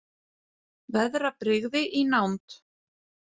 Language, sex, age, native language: Icelandic, female, 30-39, Icelandic